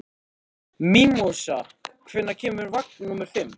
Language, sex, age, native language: Icelandic, male, 13, Icelandic